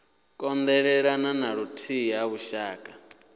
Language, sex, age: Venda, male, 28